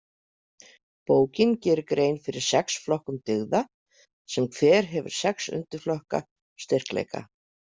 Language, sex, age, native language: Icelandic, female, 50-59, Icelandic